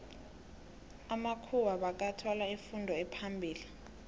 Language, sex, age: South Ndebele, female, 18